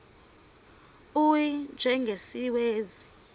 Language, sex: Xhosa, female